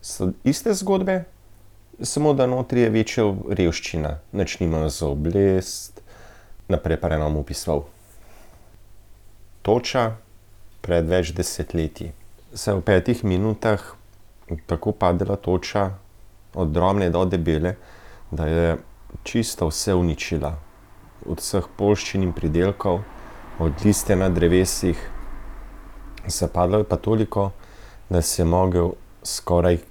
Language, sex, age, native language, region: Slovenian, male, 30-49, Slovenian, Central Slovenia